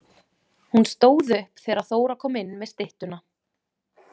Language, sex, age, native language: Icelandic, female, 20-29, Icelandic